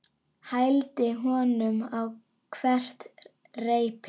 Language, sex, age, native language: Icelandic, female, 9, Icelandic